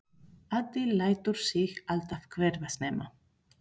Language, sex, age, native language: Icelandic, female, 30-39, Spanish